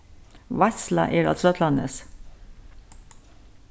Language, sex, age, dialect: Faroese, female, 61+, Suðurstreymoy